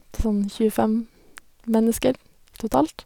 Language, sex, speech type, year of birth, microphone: Norwegian, female, spontaneous, 1991, Sennheiser